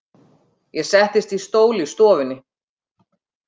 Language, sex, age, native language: Icelandic, female, 50-59, Icelandic